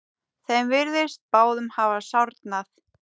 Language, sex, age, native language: Icelandic, female, 10, Icelandic